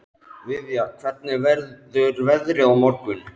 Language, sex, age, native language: Icelandic, male, 13, Icelandic